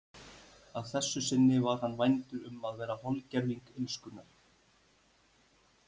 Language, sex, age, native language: Icelandic, male, 30-39, Icelandic